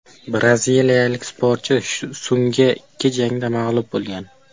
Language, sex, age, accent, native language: Uzbek, male, 12-17, Qashqadaryo, Uzbek